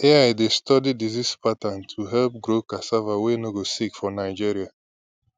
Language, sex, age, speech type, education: Nigerian Pidgin, male, 15-29, spontaneous, tertiary